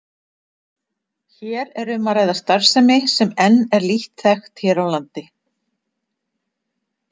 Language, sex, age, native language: Icelandic, female, 60-69, Icelandic